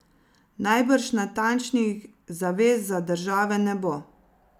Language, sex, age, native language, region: Slovenian, female, 30-49, Slovenian, Zasavska region